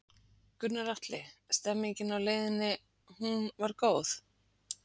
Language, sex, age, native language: Icelandic, female, 40-49, Icelandic